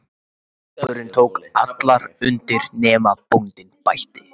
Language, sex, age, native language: Icelandic, male, 14, Icelandic